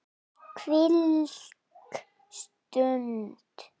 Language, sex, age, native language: Icelandic, female, 8, Icelandic